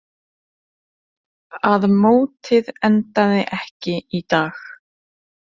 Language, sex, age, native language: Icelandic, female, 30-39, Icelandic